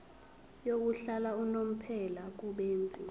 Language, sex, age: Zulu, female, 23